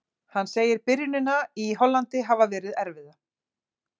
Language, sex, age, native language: Icelandic, female, 40-49, Icelandic